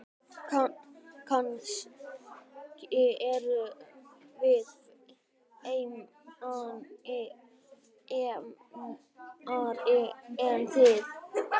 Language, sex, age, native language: Icelandic, male, 12, Icelandic